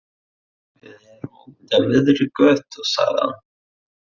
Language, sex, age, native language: Icelandic, male, 20-29, Faroese